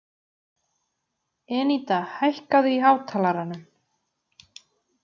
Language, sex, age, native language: Icelandic, female, 30-39, Icelandic